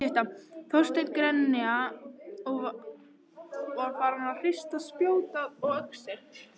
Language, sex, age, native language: Icelandic, female, 14, Icelandic